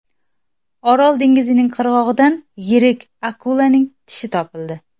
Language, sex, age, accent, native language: Uzbek, female, 19-29, Xorazm, Uzbek